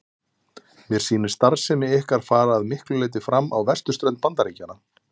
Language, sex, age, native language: Icelandic, male, 30-39, Icelandic